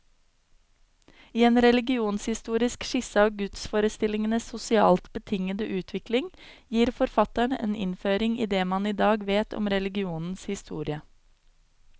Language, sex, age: Norwegian, female, 26